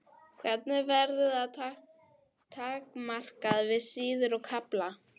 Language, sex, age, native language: Icelandic, female, 12, Icelandic